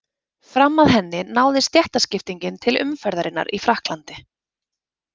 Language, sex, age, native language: Icelandic, female, 30-39, Icelandic